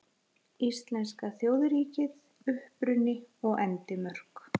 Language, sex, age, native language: Icelandic, female, 40-49, Icelandic